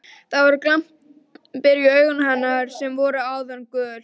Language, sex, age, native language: Icelandic, female, 12, Icelandic